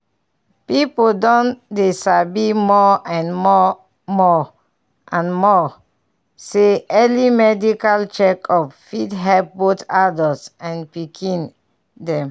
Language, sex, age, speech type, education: Nigerian Pidgin, female, 30-45, spontaneous, tertiary